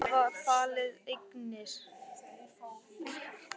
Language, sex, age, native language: Icelandic, male, 18-19, Icelandic